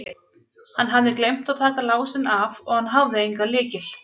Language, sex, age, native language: Icelandic, female, 30-39, Icelandic